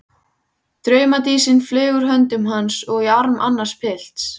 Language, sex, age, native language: Icelandic, female, 14, Icelandic